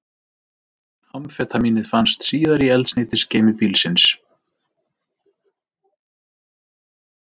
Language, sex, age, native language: Icelandic, male, 30-39, Icelandic